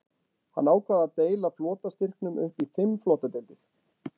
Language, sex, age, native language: Icelandic, male, 40-49, Icelandic